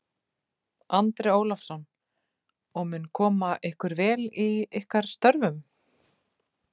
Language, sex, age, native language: Icelandic, female, 50-59, Icelandic